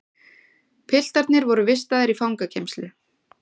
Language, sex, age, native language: Icelandic, female, 20-29, Icelandic